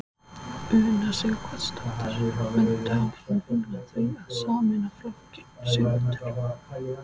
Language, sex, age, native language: Icelandic, female, 30-39, Icelandic